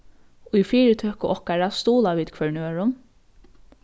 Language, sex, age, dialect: Faroese, female, 15-35, Norðurstreymoy/Eysturoy